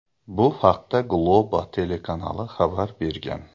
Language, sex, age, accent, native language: Uzbek, male, 35+, Qoraqalpog'iston, Uzbek